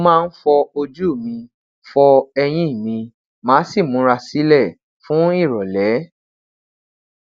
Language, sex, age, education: Yoruba, male, 15-29, tertiary